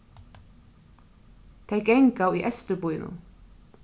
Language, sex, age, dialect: Faroese, female, 36-60, Norðurstreymoy/Eysturoy